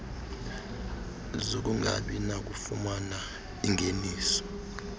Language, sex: Xhosa, female